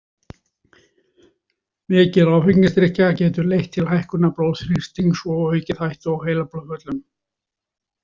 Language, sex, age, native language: Icelandic, male, 60-69, Icelandic